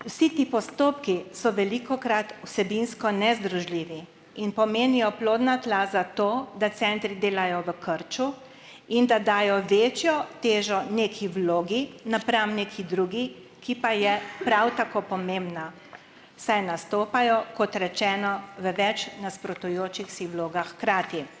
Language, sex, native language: Slovenian, female, Slovenian